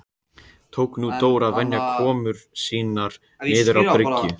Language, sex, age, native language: Icelandic, male, 14, Icelandic